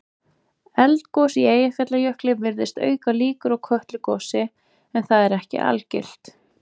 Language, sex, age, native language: Icelandic, male, 20-29, Icelandic